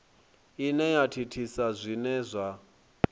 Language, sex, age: Venda, male, 23